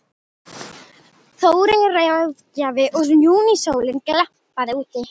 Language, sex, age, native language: Icelandic, female, 12, Icelandic